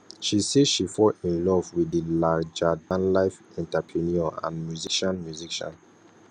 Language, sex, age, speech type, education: Nigerian Pidgin, male, 15-29, spontaneous, tertiary